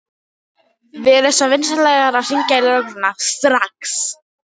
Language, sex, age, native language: Icelandic, female, 12, Icelandic